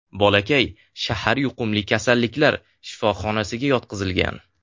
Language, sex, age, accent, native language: Uzbek, male, 18-24, Sirdaryo, Uzbek